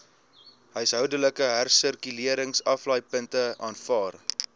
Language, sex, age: Afrikaans, male, 22